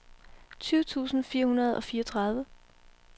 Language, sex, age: Danish, female, 18